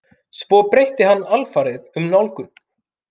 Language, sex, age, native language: Icelandic, male, 30-39, Finnish